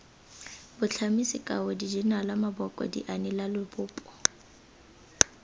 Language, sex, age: Tswana, female, 18